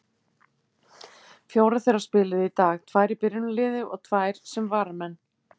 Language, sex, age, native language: Icelandic, female, 50-59, Icelandic